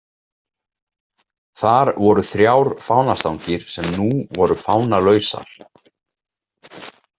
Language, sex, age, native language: Icelandic, male, 30-39, Icelandic